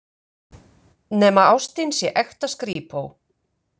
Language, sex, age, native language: Icelandic, female, 50-59, Icelandic